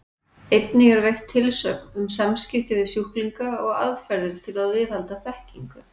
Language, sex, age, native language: Icelandic, female, 40-49, Icelandic